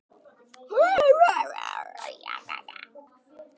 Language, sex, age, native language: Icelandic, male, 10, Icelandic